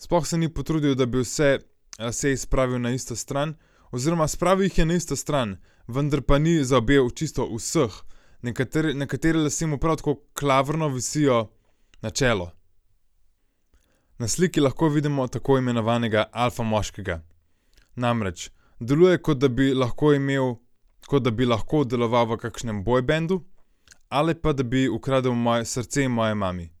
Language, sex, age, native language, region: Slovenian, male, 18-29, Slovenian, Gorenjska region